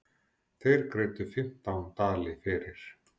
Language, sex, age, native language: Icelandic, female, 10, Icelandic